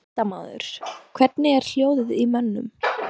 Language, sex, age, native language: Icelandic, female, 14, Icelandic